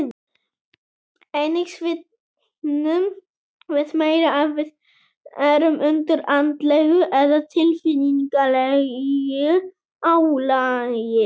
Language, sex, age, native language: Icelandic, male, 18-19, Icelandic